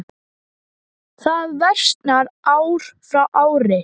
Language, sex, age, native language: Icelandic, male, 10, Icelandic